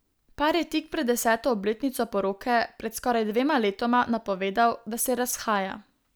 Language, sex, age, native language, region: Slovenian, female, 18-29, Slovenian, Southeast Slovenia